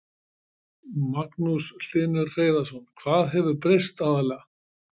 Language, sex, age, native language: Icelandic, male, 60-69, Icelandic